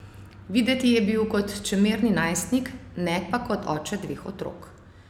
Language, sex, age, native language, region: Slovenian, female, 30-49, Slovenian, Savinja region